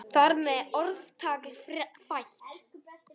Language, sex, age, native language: Icelandic, female, 10, Icelandic